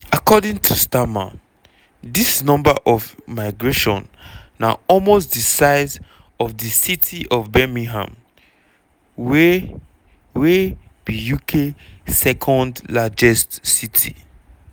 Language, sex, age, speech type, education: Nigerian Pidgin, male, 15-29, spontaneous, tertiary